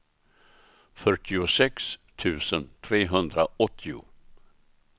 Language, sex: Swedish, male